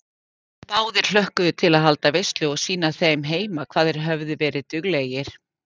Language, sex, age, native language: Icelandic, female, 50-59, Icelandic